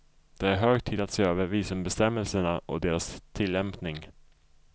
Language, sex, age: Swedish, male, 34